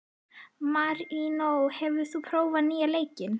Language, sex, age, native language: Icelandic, female, 11, Icelandic